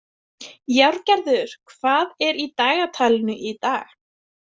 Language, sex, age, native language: Icelandic, female, 20-29, Icelandic